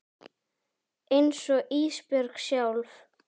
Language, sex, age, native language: Icelandic, female, 10, Icelandic